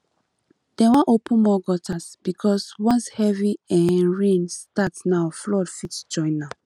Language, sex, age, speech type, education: Nigerian Pidgin, female, 15-29, spontaneous, tertiary